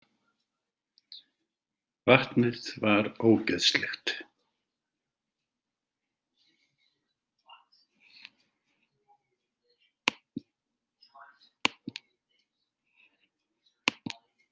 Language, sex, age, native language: Icelandic, male, 70-79, Icelandic